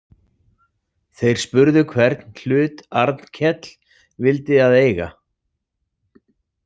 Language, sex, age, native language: Icelandic, male, 40-49, Icelandic